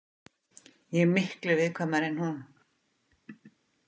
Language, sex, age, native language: Icelandic, female, 50-59, Icelandic